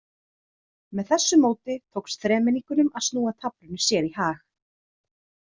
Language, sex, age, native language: Icelandic, female, 30-39, Icelandic